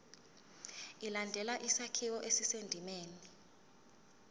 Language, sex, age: Zulu, female, 20